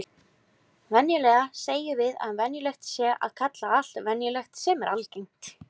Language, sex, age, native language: Icelandic, female, 20-29, Icelandic